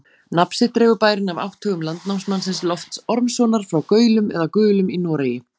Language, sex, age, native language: Icelandic, female, 40-49, Icelandic